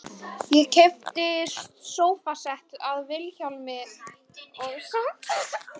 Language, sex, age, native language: Icelandic, female, 12, Icelandic